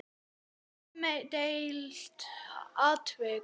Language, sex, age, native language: Icelandic, male, 9, Icelandic